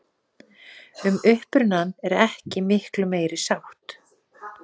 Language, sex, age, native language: Icelandic, female, 40-49, Icelandic